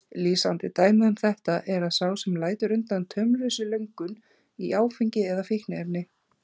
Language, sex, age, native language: Icelandic, female, 30-39, Icelandic